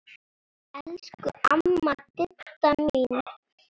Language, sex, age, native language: Icelandic, female, 9, Icelandic